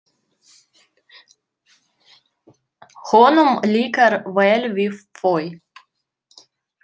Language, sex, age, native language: Icelandic, female, 30-39, Russian